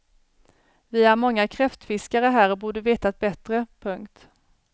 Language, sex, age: Swedish, female, 40